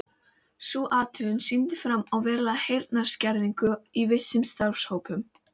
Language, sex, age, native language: Icelandic, female, 18-19, Icelandic